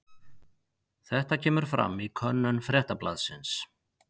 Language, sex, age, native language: Icelandic, male, 50-59, Icelandic